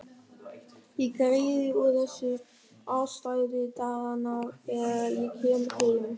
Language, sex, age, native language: Icelandic, male, 13, German